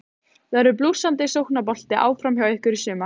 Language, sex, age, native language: Icelandic, female, 15, Icelandic